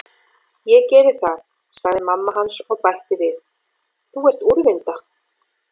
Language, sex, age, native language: Icelandic, female, 40-49, Icelandic